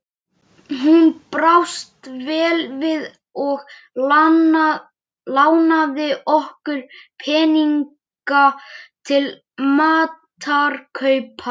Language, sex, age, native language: Icelandic, male, 11, Icelandic